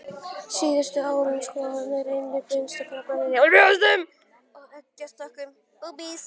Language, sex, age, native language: Icelandic, female, 18-19, Icelandic